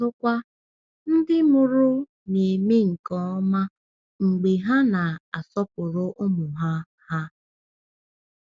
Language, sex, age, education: Igbo, female, 15-29, tertiary